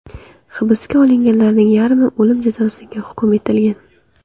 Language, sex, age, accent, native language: Uzbek, female, 18-24, Qashqadaryo, Uzbek